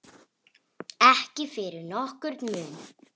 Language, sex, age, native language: Icelandic, female, 8, Icelandic